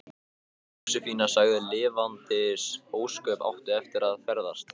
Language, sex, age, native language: Icelandic, male, 15, Icelandic